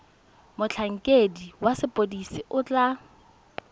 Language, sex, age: Tswana, female, 22